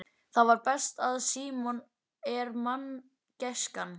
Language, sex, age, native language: Icelandic, male, 11, Icelandic